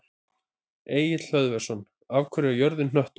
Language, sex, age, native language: Icelandic, male, 30-39, Icelandic